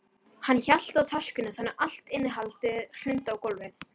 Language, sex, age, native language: Icelandic, female, 12, Icelandic